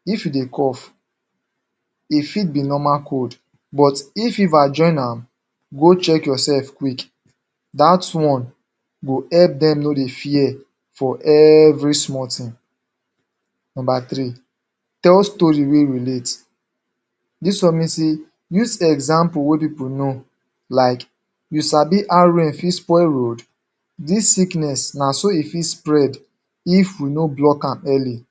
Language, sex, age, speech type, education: Nigerian Pidgin, male, 15-29, spontaneous, secondary